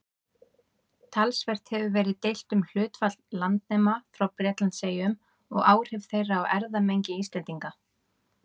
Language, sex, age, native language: Icelandic, female, 30-39, Icelandic